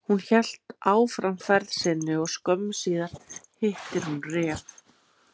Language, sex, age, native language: Icelandic, female, 30-39, Icelandic